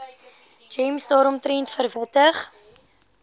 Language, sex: Afrikaans, female